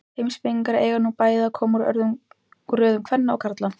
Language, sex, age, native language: Icelandic, female, 18-19, Icelandic